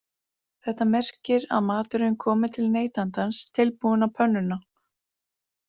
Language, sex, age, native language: Icelandic, female, 40-49, Icelandic